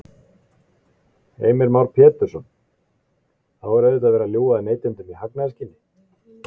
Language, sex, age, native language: Icelandic, male, 20-29, Icelandic